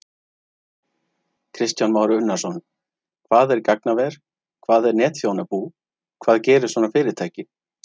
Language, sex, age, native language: Icelandic, male, 30-39, Icelandic